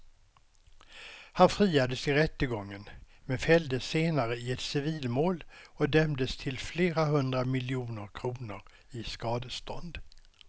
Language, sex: Swedish, male